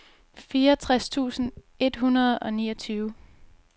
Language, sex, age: Danish, female, 22